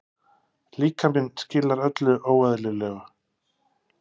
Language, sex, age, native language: Icelandic, male, 50-59, Icelandic